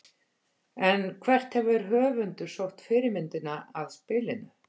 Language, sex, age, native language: Icelandic, female, 50-59, Icelandic